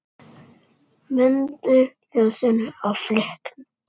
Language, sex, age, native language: Icelandic, male, 6, Icelandic